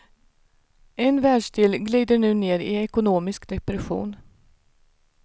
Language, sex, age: Swedish, female, 49